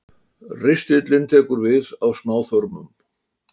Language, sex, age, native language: Icelandic, male, 80-89, Icelandic